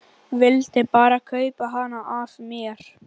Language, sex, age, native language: Icelandic, male, 11, Icelandic